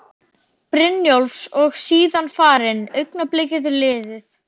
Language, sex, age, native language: Icelandic, male, 12, Icelandic